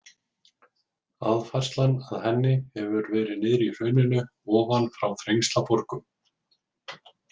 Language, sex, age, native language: Icelandic, male, 40-49, Icelandic